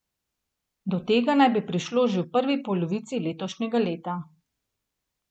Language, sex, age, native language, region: Slovenian, female, 30-49, Slovenian, Gorenjska region